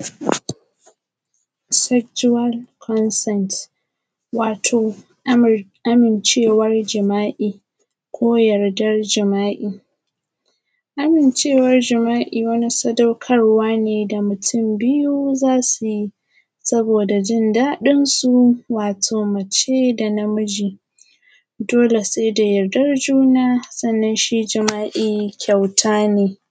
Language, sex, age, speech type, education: Hausa, female, 15-29, spontaneous, primary